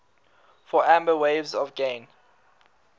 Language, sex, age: English, male, 19